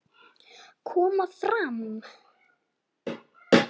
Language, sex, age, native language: Icelandic, female, 9, Icelandic